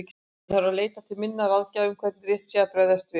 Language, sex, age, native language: Icelandic, female, 60-69, Icelandic